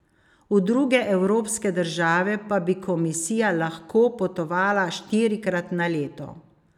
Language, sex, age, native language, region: Slovenian, female, 50-59, Slovenian, Savinja region